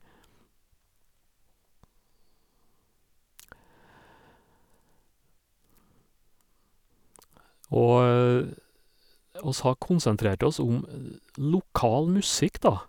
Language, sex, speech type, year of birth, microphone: Norwegian, male, spontaneous, 1956, Sennheiser